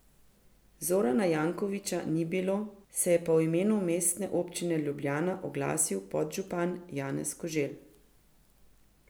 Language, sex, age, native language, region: Slovenian, female, 50-59, Slovenian, Central Slovenia